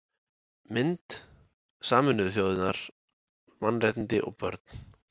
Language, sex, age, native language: Icelandic, male, 20-29, Icelandic